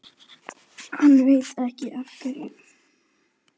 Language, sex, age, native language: Icelandic, male, 10, Icelandic